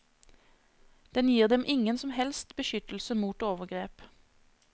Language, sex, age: Norwegian, female, 26